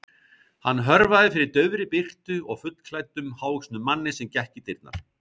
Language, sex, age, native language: Icelandic, male, 50-59, Icelandic